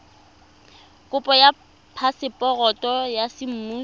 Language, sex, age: Tswana, female, 25